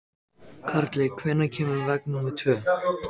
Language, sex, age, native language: Icelandic, male, 14, Icelandic